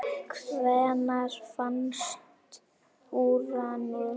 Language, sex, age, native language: Icelandic, female, 9, Icelandic